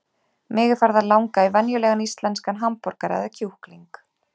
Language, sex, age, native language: Icelandic, female, 30-39, Icelandic